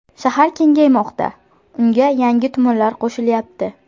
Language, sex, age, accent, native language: Uzbek, female, 18-24, Toshkent shahri, Uzbek